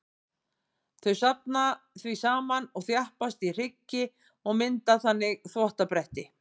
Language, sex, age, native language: Icelandic, female, 50-59, Icelandic